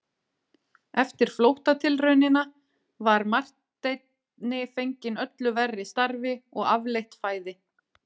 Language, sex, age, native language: Icelandic, female, 40-49, Icelandic